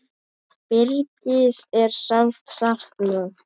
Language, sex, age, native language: Icelandic, female, 10, Icelandic